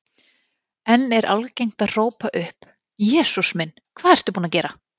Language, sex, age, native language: Icelandic, female, 40-49, Icelandic